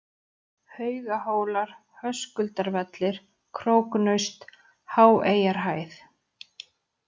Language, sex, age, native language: Icelandic, female, 30-39, Icelandic